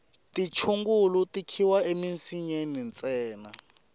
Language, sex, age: Tsonga, male, 18